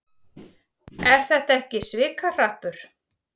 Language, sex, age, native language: Icelandic, female, 40-49, Icelandic